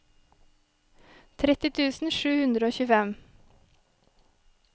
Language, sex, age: Norwegian, female, 23